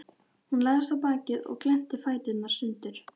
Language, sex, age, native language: Icelandic, female, 12, Icelandic